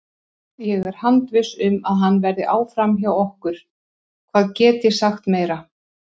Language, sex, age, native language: Icelandic, female, 60-69, Icelandic